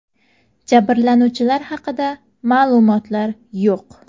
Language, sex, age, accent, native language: Uzbek, female, 19-29, Samarqand, Uzbek